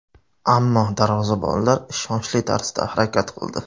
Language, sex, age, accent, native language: Uzbek, male, 25-34, Surxondaryo, Uzbek